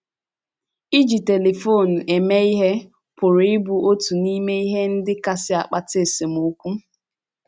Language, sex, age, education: Igbo, female, 15-29, tertiary